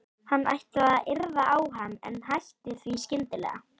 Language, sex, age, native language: Icelandic, female, 11, Icelandic